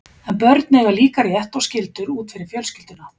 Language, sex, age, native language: Icelandic, female, 50-59, Icelandic